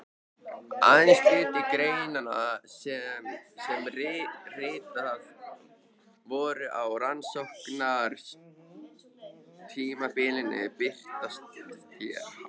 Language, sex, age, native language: Icelandic, male, 13, Icelandic